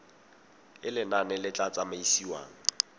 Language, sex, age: Tswana, male, 18